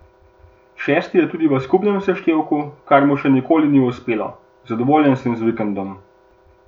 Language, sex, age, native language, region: Slovenian, male, 18-29, Slovenian, Gorenjska region